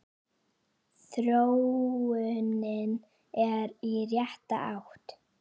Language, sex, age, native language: Icelandic, female, 9, Icelandic